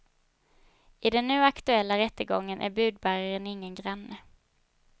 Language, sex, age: Swedish, female, 22